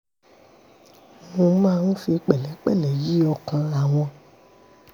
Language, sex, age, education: Yoruba, female, 46-60, secondary